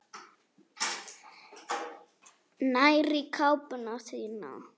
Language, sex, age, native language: Icelandic, female, 7, Icelandic